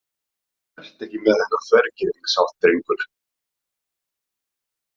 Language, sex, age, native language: Icelandic, male, 30-39, Icelandic